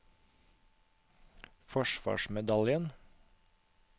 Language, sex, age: Norwegian, male, 36